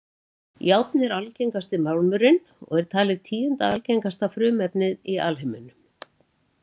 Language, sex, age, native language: Icelandic, female, 70-79, Icelandic